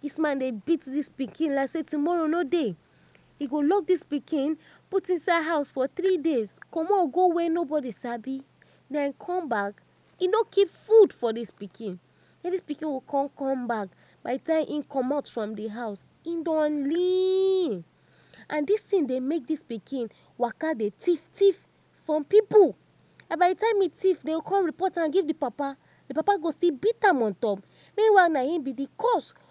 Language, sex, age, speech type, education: Nigerian Pidgin, female, 30-45, spontaneous, tertiary